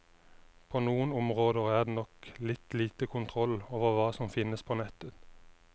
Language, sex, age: Norwegian, male, 29